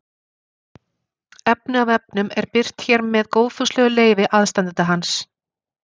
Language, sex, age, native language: Icelandic, female, 40-49, Icelandic